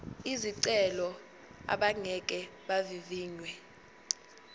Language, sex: Zulu, female